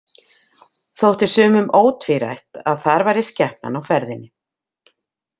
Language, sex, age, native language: Icelandic, female, 50-59, Icelandic